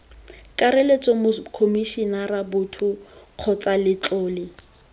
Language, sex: Tswana, female